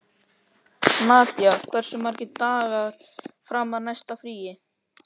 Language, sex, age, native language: Icelandic, male, 13, Icelandic